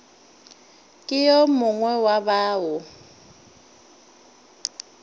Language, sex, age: Northern Sotho, female, 30